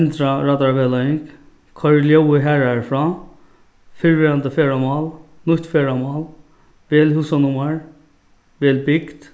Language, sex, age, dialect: Faroese, male, 36-60, Norðuroyggjar